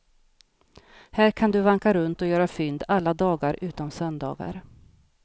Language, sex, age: Swedish, female, 50